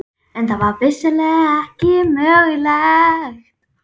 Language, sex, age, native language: Icelandic, female, 11, Icelandic